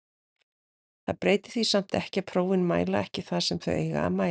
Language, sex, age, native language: Icelandic, female, 40-49, Icelandic